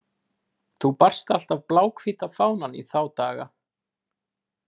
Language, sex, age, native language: Icelandic, male, 20-29, Icelandic